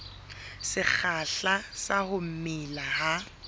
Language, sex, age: Southern Sotho, female, 22